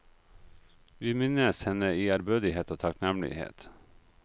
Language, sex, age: Norwegian, male, 38